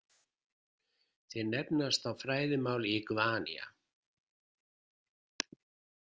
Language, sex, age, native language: Icelandic, male, 70-79, Icelandic